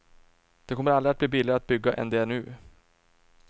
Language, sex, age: Swedish, male, 24